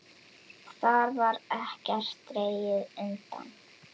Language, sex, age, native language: Icelandic, female, 10, Icelandic